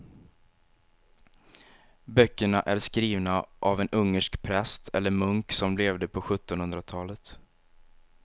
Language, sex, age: Swedish, male, 23